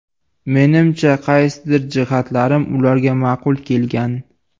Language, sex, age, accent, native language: Uzbek, male, 18-24, Andijon, Uzbek